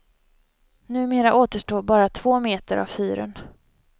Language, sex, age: Swedish, female, 25